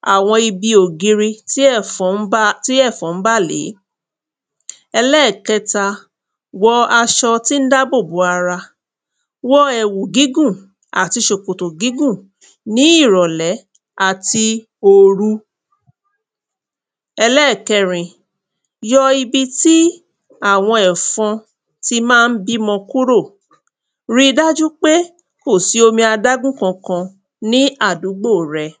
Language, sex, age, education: Yoruba, female, 30-45, tertiary